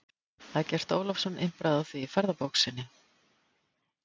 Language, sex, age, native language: Icelandic, female, 50-59, Icelandic